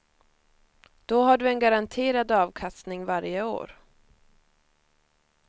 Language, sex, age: Swedish, female, 21